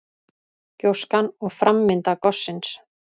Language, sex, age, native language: Icelandic, female, 30-39, Icelandic